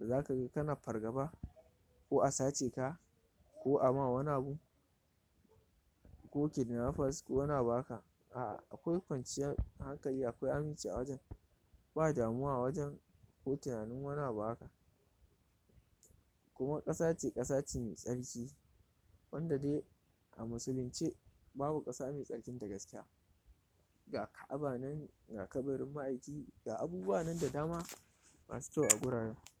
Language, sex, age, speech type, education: Hausa, male, 46-60, spontaneous, tertiary